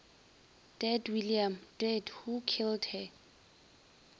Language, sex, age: Northern Sotho, female, 20